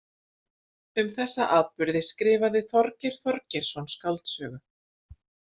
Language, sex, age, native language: Icelandic, female, 50-59, Icelandic